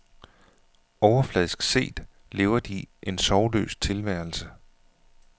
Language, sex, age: Danish, male, 41